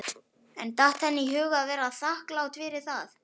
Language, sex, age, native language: Icelandic, male, 11, Icelandic